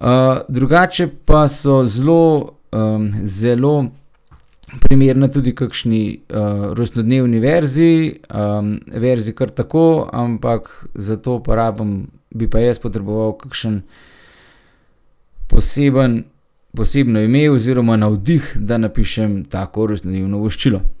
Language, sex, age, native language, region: Slovenian, male, 30-49, Slovenian, Gorenjska region